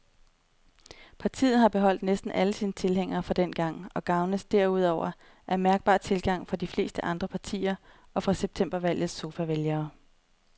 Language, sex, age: Danish, female, 30